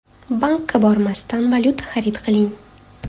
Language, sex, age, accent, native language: Uzbek, female, 25-34, Toshkent shahri, Uzbek